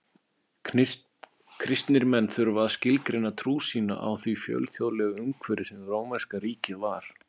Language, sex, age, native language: Icelandic, male, 50-59, Icelandic